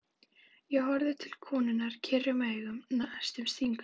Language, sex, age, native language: Icelandic, female, 11, Icelandic